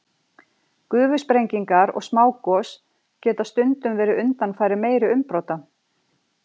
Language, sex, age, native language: Icelandic, female, 40-49, Icelandic